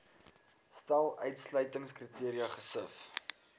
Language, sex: Afrikaans, male